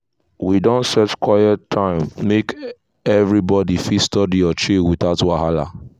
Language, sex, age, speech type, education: Nigerian Pidgin, male, 15-29, spontaneous, tertiary